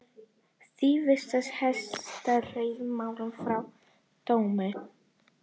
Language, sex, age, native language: Icelandic, female, 40-49, Icelandic